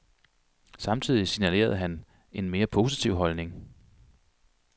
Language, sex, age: Danish, male, 42